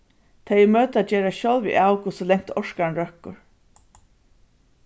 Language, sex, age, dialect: Faroese, female, 36-60, Suðurstreymoy